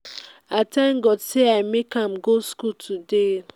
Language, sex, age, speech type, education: Nigerian Pidgin, female, 15-29, spontaneous, tertiary